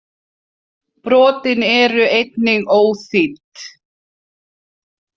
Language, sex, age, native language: Icelandic, female, 40-49, Icelandic